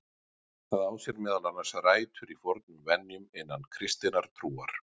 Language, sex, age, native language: Icelandic, male, 40-49, Icelandic